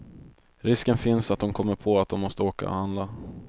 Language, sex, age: Swedish, male, 22